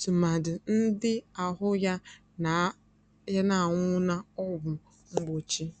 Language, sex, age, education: Igbo, female, 15-29, tertiary